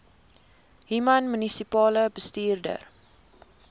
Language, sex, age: Afrikaans, female, 19